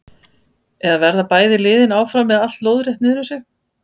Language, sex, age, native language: Icelandic, female, 50-59, Icelandic